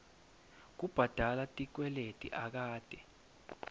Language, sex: Swati, male